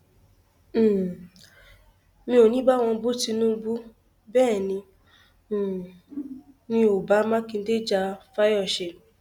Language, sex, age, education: Yoruba, female, 15-29, tertiary